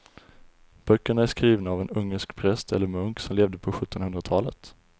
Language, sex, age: Swedish, male, 20